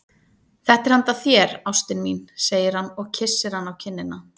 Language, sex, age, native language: Icelandic, female, 30-39, Icelandic